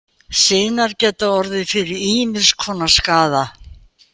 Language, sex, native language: Icelandic, female, Icelandic